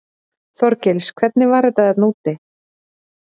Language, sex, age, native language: Icelandic, female, 40-49, Icelandic